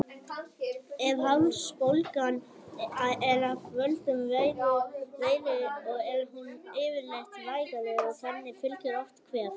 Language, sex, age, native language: Icelandic, male, 18-19, Icelandic